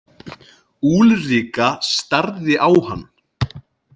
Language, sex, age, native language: Icelandic, male, 20-29, Icelandic